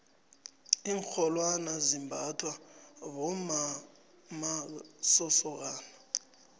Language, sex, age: South Ndebele, male, 29